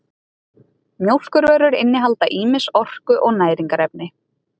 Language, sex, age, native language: Icelandic, female, 30-39, Icelandic